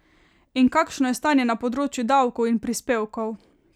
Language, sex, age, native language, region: Slovenian, female, 18-29, Slovenian, Carinthia region